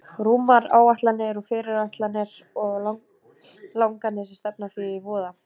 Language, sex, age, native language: Icelandic, female, 30-39, Icelandic